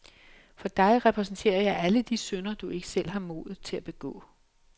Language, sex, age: Danish, female, 56